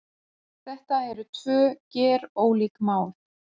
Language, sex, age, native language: Icelandic, female, 40-49, Icelandic